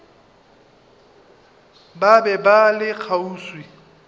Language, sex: Northern Sotho, male